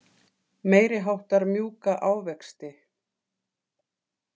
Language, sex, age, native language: Icelandic, female, 40-49, Icelandic